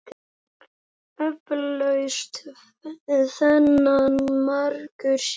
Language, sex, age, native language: Icelandic, male, 10, Icelandic